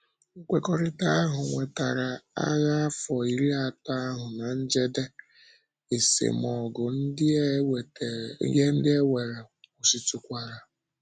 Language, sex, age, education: Igbo, male, 15-29, secondary